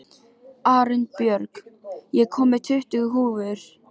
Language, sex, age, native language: Icelandic, other, 13, Filipino